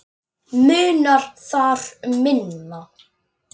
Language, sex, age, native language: Icelandic, male, 9, Icelandic